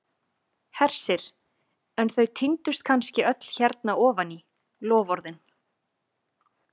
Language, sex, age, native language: Icelandic, female, 20-29, Icelandic